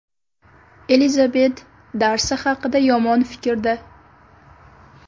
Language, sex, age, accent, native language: Uzbek, female, under 19, Toshkent viloyati, Uzbek